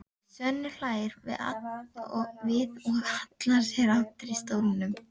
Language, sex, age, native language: Icelandic, female, 12, Icelandic